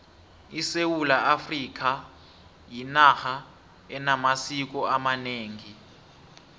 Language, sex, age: South Ndebele, male, 23